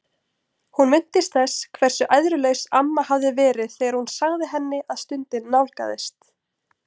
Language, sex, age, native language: Icelandic, female, 20-29, Icelandic